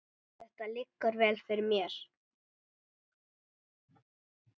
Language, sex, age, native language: Icelandic, male, 9, Icelandic